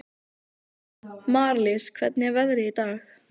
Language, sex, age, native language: Icelandic, female, 15, Icelandic